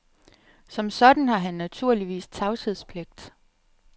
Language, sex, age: Danish, female, 37